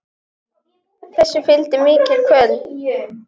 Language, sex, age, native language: Icelandic, female, 10, Icelandic